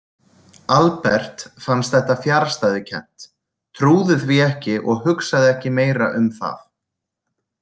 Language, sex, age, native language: Icelandic, male, 20-29, Icelandic